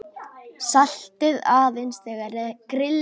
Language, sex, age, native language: Icelandic, male, 10, Icelandic